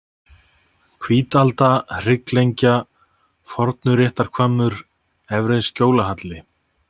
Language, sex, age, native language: Icelandic, male, 30-39, Icelandic